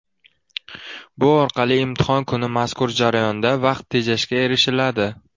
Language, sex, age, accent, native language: Uzbek, male, 18-24, Qashqadaryo, Uzbek